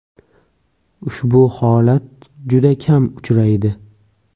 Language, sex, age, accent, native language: Uzbek, male, 18-24, Toshkent viloyati, Uzbek